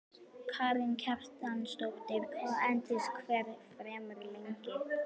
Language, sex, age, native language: Icelandic, female, 11, Icelandic